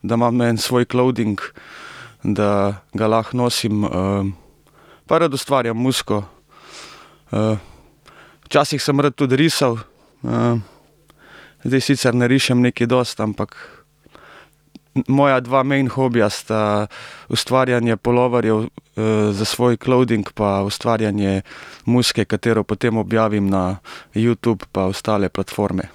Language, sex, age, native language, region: Slovenian, male, 30-49, Slovenian, Primorsko-notranjska region